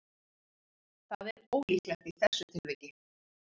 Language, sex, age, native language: Icelandic, female, 30-39, Icelandic